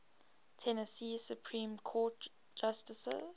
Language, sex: English, female